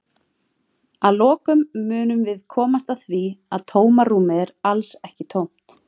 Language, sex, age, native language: Icelandic, female, 30-39, Icelandic